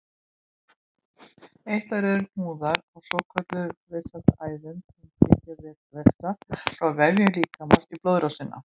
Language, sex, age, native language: Icelandic, female, 20-29, Icelandic